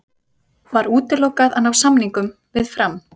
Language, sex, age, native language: Icelandic, female, 30-39, Icelandic